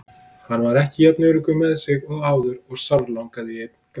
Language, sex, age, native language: Icelandic, male, 30-39, Icelandic